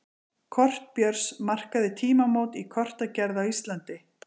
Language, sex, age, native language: Icelandic, female, 40-49, Icelandic